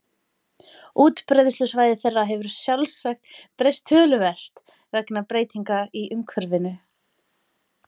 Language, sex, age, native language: Icelandic, female, 30-39, Icelandic